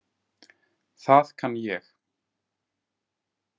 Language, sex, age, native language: Icelandic, male, 20-29, Icelandic